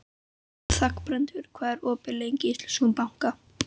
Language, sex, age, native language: Icelandic, female, 12, Icelandic